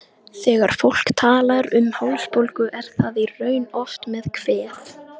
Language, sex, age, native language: Icelandic, female, 18-19, Icelandic